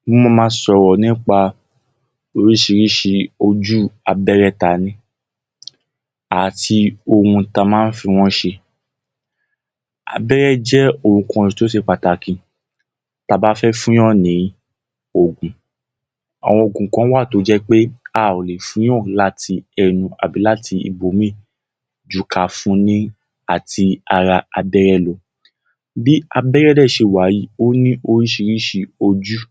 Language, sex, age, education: Yoruba, male, 15-29, tertiary